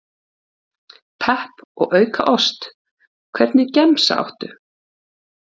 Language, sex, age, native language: Icelandic, female, 30-39, Icelandic